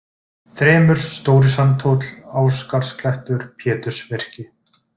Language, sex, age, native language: Icelandic, male, 20-29, Icelandic